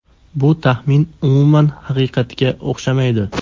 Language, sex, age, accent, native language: Uzbek, male, 18-24, Farg'ona, Uzbek